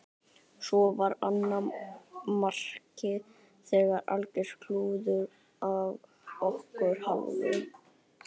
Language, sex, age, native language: Icelandic, female, 60-69, Icelandic